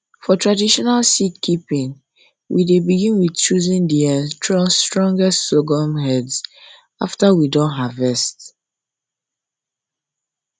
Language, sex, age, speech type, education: Nigerian Pidgin, female, 15-29, spontaneous, secondary